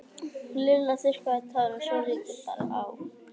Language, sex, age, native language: Icelandic, female, 11, Icelandic